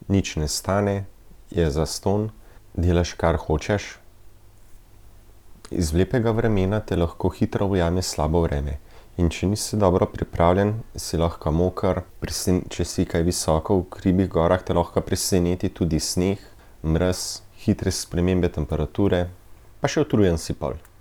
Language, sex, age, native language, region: Slovenian, male, 30-49, Slovenian, Central Slovenia